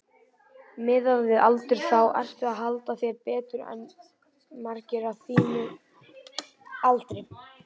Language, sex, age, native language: Icelandic, male, 18-19, Icelandic